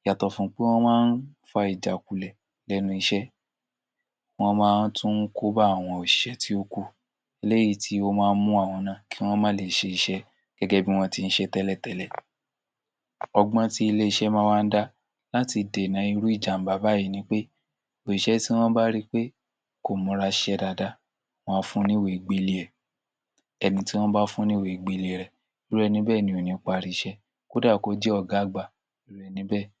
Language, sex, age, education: Yoruba, male, 46-60, tertiary